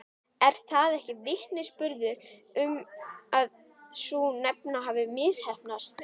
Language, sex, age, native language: Icelandic, female, 11, Icelandic